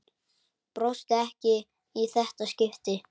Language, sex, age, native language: Icelandic, male, 10, Icelandic